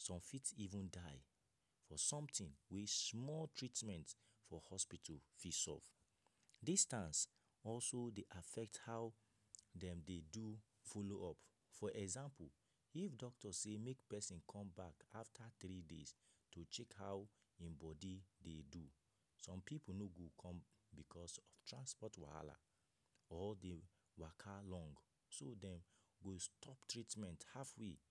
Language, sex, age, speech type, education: Nigerian Pidgin, male, 15-29, spontaneous, tertiary